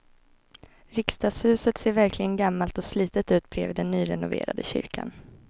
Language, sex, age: Swedish, female, 21